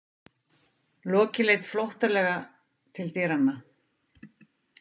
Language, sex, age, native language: Icelandic, female, 50-59, Icelandic